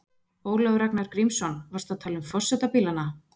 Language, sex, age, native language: Icelandic, female, 20-29, Icelandic